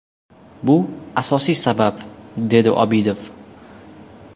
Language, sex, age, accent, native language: Uzbek, male, 12-17, Jizzax, Uzbek